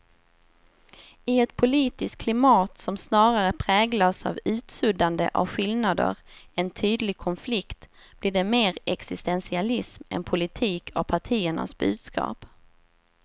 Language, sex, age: Swedish, female, 27